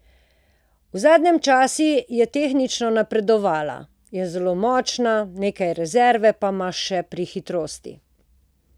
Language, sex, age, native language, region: Slovenian, female, 50-59, Slovenian, Posavska region